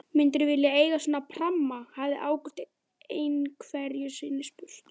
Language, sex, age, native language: Icelandic, female, 12, Icelandic